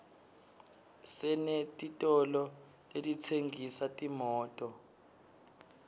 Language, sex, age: Swati, male, 19